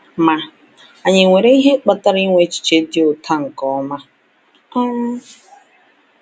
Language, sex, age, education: Igbo, female, 15-29, tertiary